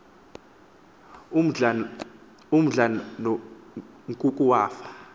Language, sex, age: Xhosa, male, 24